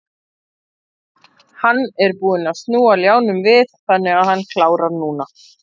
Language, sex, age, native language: Icelandic, female, 30-39, Icelandic